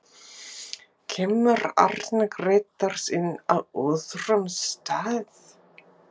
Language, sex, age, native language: Icelandic, female, 50-59, English